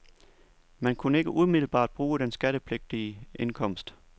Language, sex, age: Danish, male, 29